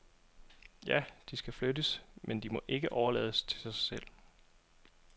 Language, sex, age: Danish, male, 27